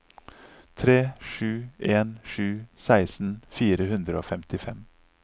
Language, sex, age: Norwegian, male, 39